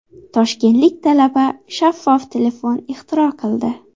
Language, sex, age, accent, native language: Uzbek, female, 18-24, Xorazm, Uzbek